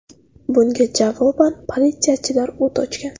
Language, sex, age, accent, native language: Uzbek, female, 19-29, Navoiy, Uzbek